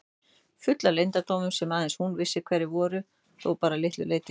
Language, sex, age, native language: Icelandic, female, 30-39, Icelandic